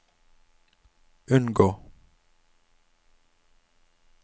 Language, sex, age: Norwegian, male, 27